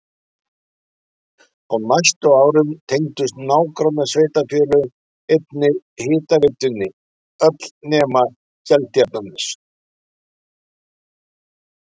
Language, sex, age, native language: Icelandic, male, 60-69, Icelandic